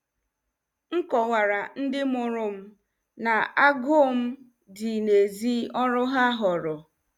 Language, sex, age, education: Igbo, female, 30-45, tertiary